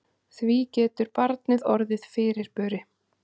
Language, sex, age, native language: Icelandic, female, 30-39, Icelandic